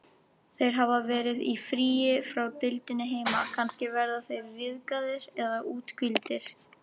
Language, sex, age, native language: Icelandic, female, 18-19, Icelandic